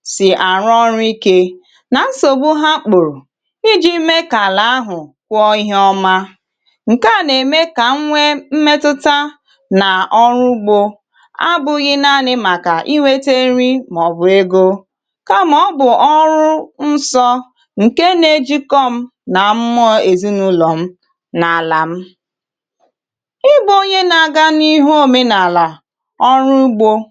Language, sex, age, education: Igbo, female, 15-29, tertiary